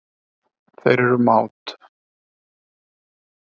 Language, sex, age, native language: Icelandic, male, 30-39, Icelandic